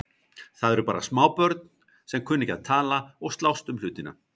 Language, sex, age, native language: Icelandic, male, 50-59, Icelandic